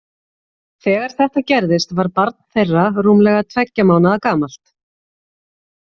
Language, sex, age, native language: Icelandic, female, 40-49, Icelandic